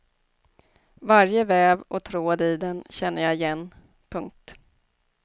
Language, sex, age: Swedish, female, 29